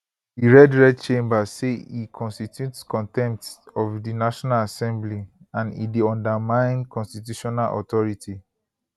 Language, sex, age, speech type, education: Nigerian Pidgin, male, 15-29, spontaneous, tertiary